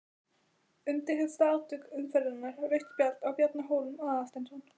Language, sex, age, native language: Icelandic, female, 12, Icelandic